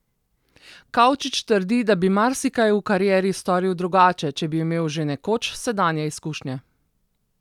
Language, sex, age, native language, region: Slovenian, female, 30-49, Slovenian, Southeast Slovenia